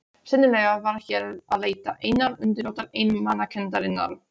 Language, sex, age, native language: Icelandic, female, 16, Polish